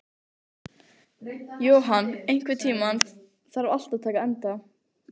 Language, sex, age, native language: Icelandic, female, 15, Icelandic